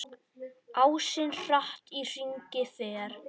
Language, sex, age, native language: Icelandic, male, 10, Icelandic